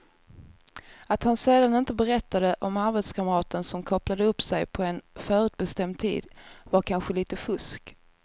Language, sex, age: Swedish, female, 24